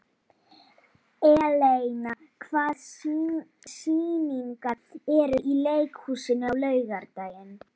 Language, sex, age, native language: Icelandic, male, 12, Polish